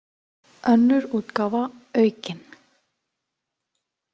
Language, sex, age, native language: Icelandic, female, 30-39, Icelandic